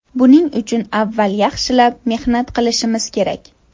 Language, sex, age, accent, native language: Uzbek, female, 18-24, Andijon, Uzbek